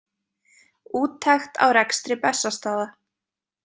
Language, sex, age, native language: Icelandic, female, 20-29, Icelandic